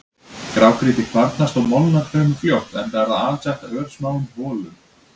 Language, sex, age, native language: Icelandic, male, 20-29, Icelandic